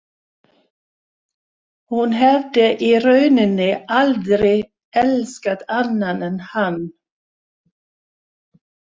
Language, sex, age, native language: Icelandic, female, 60-69, Swedish